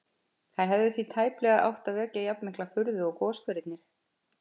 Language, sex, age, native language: Icelandic, female, 50-59, Icelandic